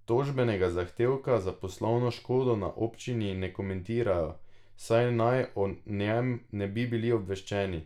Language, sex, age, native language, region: Slovenian, male, 18-29, Slovenian, Drava region